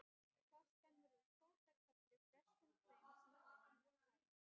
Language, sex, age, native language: Icelandic, female, 12, Icelandic